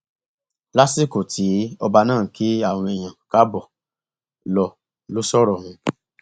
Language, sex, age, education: Yoruba, male, 30-45, tertiary